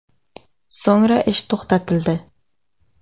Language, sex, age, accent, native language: Uzbek, female, 25-34, Xorazm, Uzbek